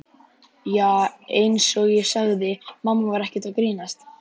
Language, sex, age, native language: Icelandic, male, 11, Icelandic